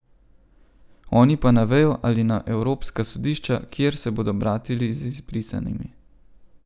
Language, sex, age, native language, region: Slovenian, male, 30-49, Slovenian, Central Slovenia